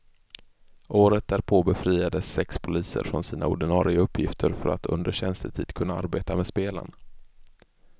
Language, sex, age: Swedish, male, 24